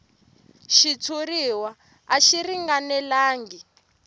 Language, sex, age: Tsonga, female, 18